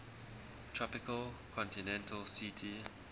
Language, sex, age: English, male, 19